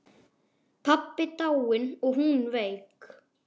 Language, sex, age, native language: Icelandic, male, 10, Icelandic